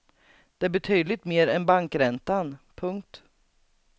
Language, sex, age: Swedish, female, 39